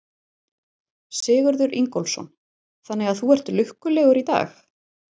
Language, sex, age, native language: Icelandic, female, 40-49, Icelandic